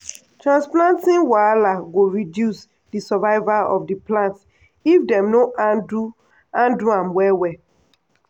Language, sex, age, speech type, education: Nigerian Pidgin, female, 15-29, spontaneous, tertiary